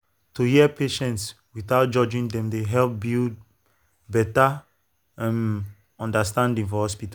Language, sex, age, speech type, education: Nigerian Pidgin, male, 30-45, spontaneous, tertiary